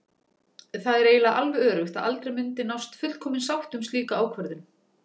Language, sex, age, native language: Icelandic, female, 40-49, Icelandic